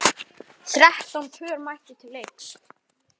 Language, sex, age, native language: Icelandic, male, 9, Icelandic